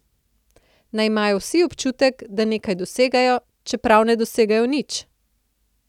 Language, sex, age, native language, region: Slovenian, female, 30-49, Slovenian, Central Slovenia